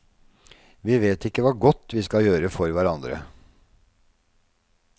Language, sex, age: Norwegian, male, 48